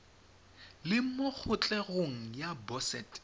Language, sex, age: Tswana, male, 21